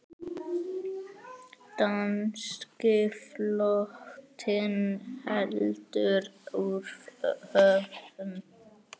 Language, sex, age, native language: Icelandic, male, 9, Icelandic